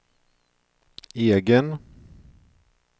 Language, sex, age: Swedish, male, 42